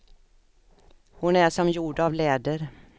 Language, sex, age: Swedish, female, 56